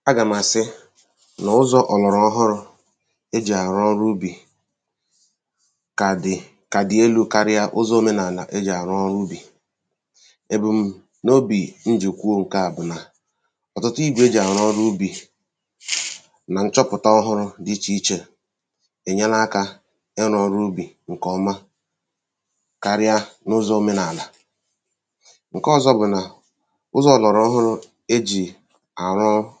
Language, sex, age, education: Igbo, male, 30-45, tertiary